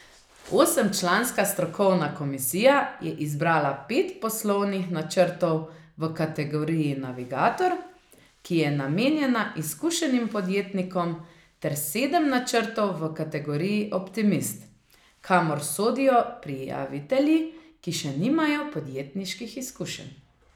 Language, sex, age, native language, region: Slovenian, female, 30-49, Slovenian, Savinja region